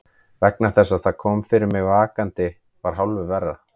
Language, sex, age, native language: Icelandic, male, 30-39, Icelandic